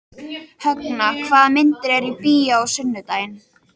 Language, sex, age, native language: Icelandic, female, 13, Icelandic